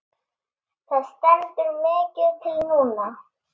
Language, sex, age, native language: Icelandic, female, 8, Icelandic